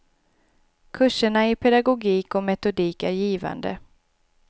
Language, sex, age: Swedish, female, 26